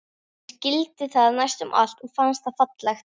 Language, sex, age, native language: Icelandic, female, 12, Icelandic